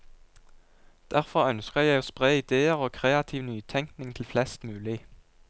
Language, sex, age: Norwegian, male, 22